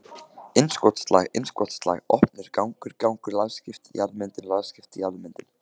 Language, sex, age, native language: Icelandic, male, 15, Icelandic